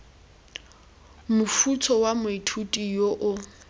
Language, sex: Tswana, female